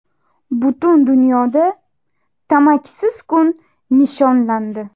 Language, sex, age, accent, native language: Uzbek, female, 18-24, Toshkent shahri, Uzbek